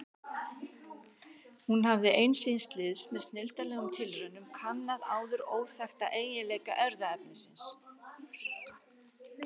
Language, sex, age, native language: Icelandic, female, 60-69, Icelandic